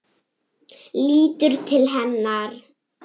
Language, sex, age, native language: Icelandic, female, 7, Icelandic